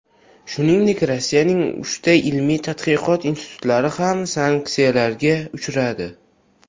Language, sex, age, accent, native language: Uzbek, male, under 19, Toshkent viloyati, Uzbek